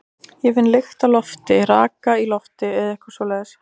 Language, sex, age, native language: Icelandic, female, 60-69, Icelandic